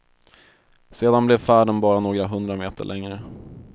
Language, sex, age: Swedish, male, 22